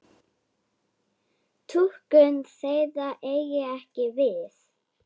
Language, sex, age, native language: Icelandic, female, 8, Icelandic